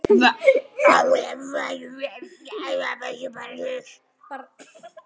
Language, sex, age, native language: Icelandic, male, 9, Icelandic